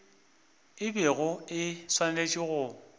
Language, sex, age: Northern Sotho, male, 24